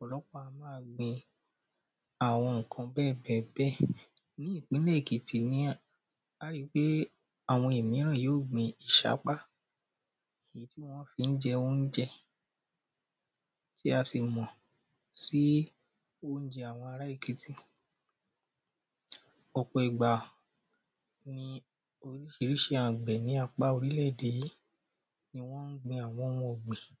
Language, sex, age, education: Yoruba, male, 30-45, primary